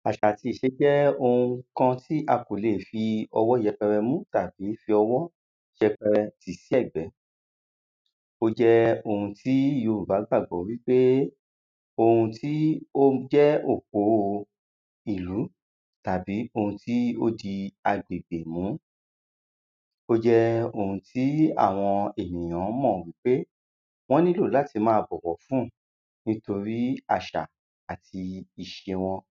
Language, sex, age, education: Yoruba, male, 30-45, secondary